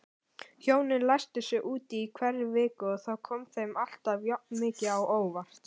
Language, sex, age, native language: Icelandic, male, 18-19, Icelandic